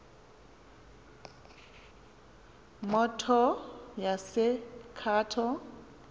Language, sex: Xhosa, female